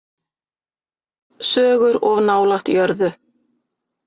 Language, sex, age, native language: Icelandic, female, 50-59, Icelandic